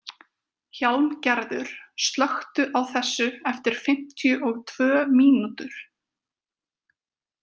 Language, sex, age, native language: Icelandic, female, 20-29, Icelandic